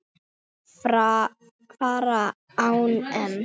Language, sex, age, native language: Icelandic, male, 9, Icelandic